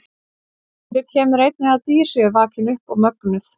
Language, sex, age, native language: Icelandic, female, 30-39, Icelandic